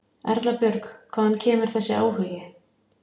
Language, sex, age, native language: Icelandic, female, 50-59, Icelandic